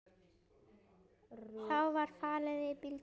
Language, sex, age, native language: Icelandic, female, 10, Icelandic